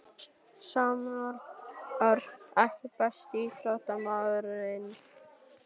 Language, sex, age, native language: Icelandic, male, 12, Icelandic